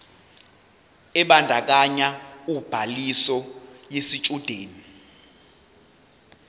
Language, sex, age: Zulu, male, 20